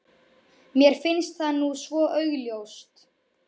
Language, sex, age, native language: Icelandic, male, 11, Icelandic